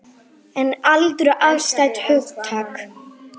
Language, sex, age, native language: Icelandic, female, 9, Icelandic